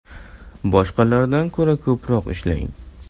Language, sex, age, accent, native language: Uzbek, male, 18-24, Navoiy, Uzbek